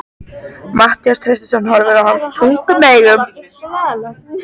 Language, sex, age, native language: Icelandic, female, 13, Icelandic